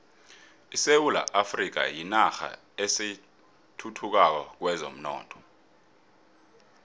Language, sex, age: South Ndebele, male, 26